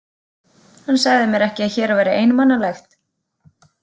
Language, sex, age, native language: Icelandic, female, 30-39, Icelandic